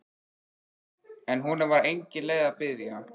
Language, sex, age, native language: Icelandic, male, 13, Icelandic